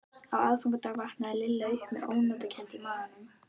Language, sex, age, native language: Icelandic, female, 11, Icelandic